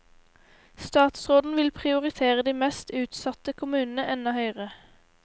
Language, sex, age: Norwegian, female, 18